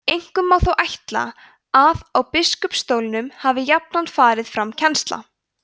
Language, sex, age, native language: Icelandic, female, 20-29, Icelandic